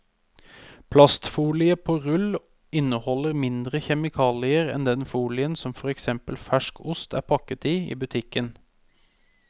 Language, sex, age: Norwegian, male, 31